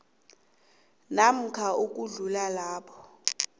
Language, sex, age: South Ndebele, female, 26